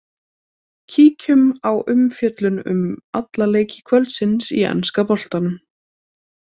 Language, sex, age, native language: Icelandic, female, 20-29, Icelandic